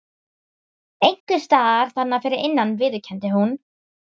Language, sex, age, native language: Icelandic, female, 18-19, Icelandic